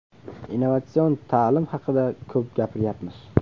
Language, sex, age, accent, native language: Uzbek, male, 18-24, Namangan, Uzbek